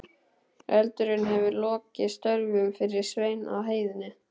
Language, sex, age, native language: Icelandic, male, 12, Icelandic